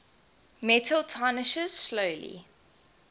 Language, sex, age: English, female, 20